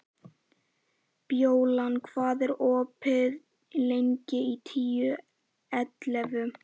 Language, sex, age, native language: Icelandic, male, 11, Icelandic